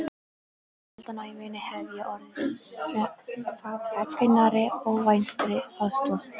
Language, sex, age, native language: Icelandic, female, 12, Icelandic